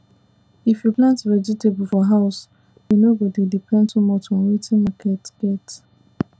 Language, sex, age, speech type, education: Nigerian Pidgin, female, 15-29, spontaneous, tertiary